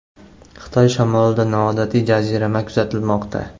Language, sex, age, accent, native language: Uzbek, male, 18-24, Andijon, Uzbek